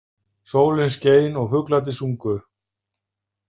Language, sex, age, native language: Icelandic, male, 50-59, Icelandic